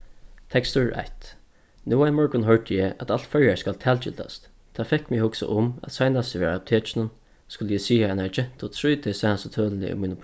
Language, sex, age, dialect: Faroese, male, 15-35, Suðurstreymoy